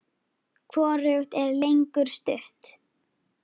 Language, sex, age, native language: Icelandic, female, 10, Icelandic